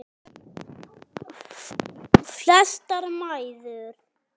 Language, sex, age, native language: Icelandic, female, 9, Icelandic